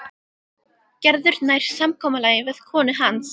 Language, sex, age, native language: Icelandic, female, 12, Icelandic